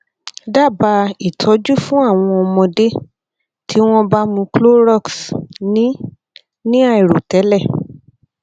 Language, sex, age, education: Yoruba, female, 30-45, tertiary